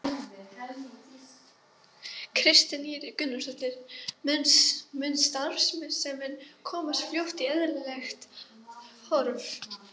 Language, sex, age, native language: Icelandic, female, 12, Icelandic